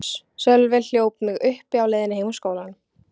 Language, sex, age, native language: Icelandic, female, 15, Icelandic